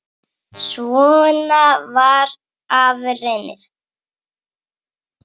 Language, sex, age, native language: Icelandic, female, 7, Icelandic